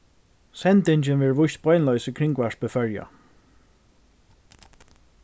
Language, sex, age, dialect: Faroese, male, 15-35, Norðurstreymoy/Eysturoy